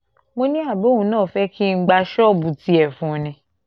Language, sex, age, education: Yoruba, female, 15-29, tertiary